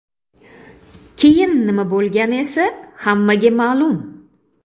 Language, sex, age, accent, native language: Uzbek, female, 35+, Toshkent shahri, Uzbek